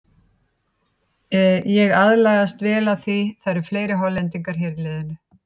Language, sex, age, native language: Icelandic, female, 50-59, Icelandic